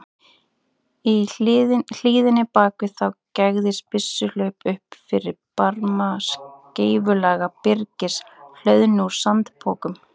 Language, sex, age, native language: Icelandic, female, 30-39, Icelandic